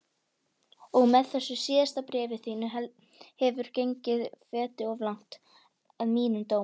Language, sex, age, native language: Icelandic, female, 18-19, Icelandic